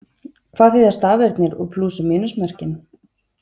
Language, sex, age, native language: Icelandic, female, 20-29, Icelandic